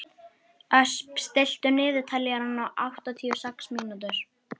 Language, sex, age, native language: Icelandic, female, 21, Icelandic